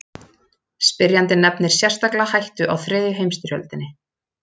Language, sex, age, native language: Icelandic, female, 30-39, Icelandic